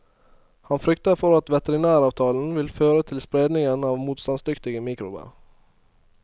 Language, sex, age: Norwegian, male, 22